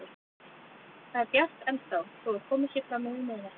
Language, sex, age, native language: Icelandic, female, 30-39, Icelandic